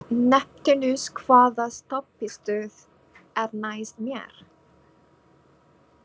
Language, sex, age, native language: Icelandic, female, 20-29, Filipino